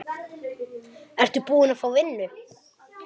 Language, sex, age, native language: Icelandic, female, 8, Icelandic